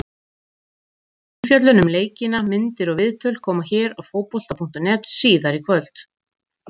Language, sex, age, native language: Icelandic, female, 40-49, Icelandic